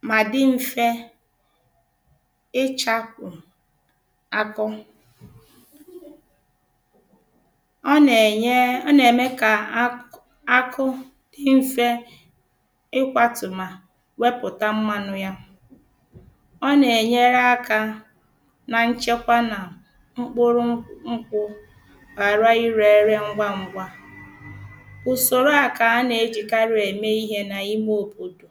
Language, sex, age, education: Igbo, female, 30-45, primary